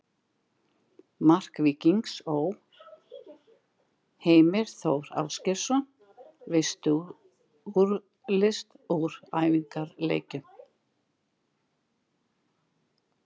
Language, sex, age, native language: Icelandic, female, 60-69, Icelandic